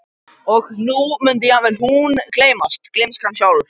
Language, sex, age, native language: Icelandic, male, 18-19, Japanese